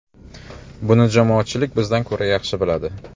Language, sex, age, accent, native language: Uzbek, male, 25-34, Xorazm, Uzbek